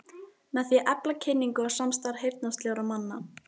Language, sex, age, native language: Icelandic, female, 12, Icelandic